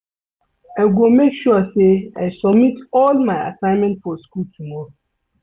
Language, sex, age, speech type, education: Nigerian Pidgin, male, 30-45, read, secondary